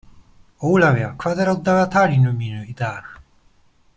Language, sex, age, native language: Icelandic, male, 20-29, Polish